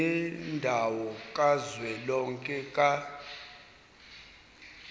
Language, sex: Zulu, male